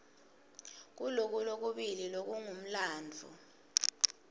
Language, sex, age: Swati, female, 19